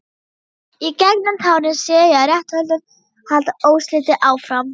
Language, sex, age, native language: Icelandic, female, 12, Icelandic